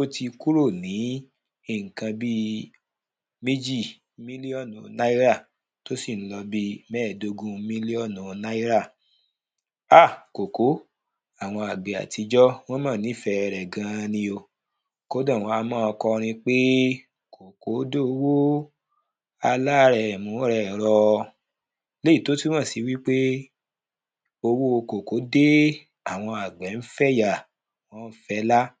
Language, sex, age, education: Yoruba, male, 30-45, primary